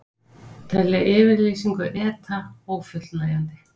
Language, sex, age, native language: Icelandic, female, 50-59, Icelandic